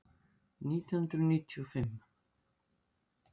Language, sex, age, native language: Icelandic, female, 60-69, Icelandic